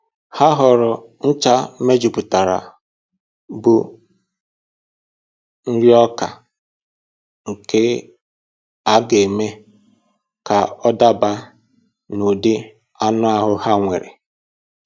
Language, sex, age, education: Igbo, male, 15-29, tertiary